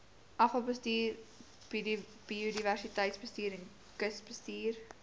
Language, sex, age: Afrikaans, female, 18